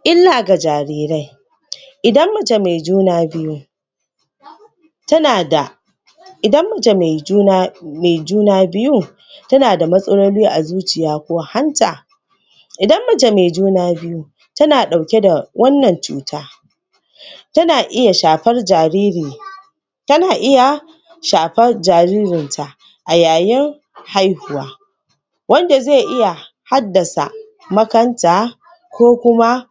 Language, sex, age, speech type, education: Hausa, female, 15-29, spontaneous, tertiary